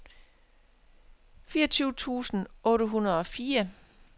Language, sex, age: Danish, female, 50